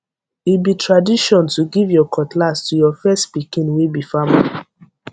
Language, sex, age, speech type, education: Nigerian Pidgin, female, 15-29, spontaneous, tertiary